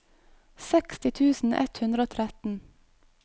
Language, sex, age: Norwegian, female, 22